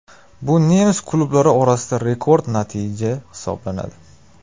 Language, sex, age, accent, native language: Uzbek, male, 18-24, Namangan, Uzbek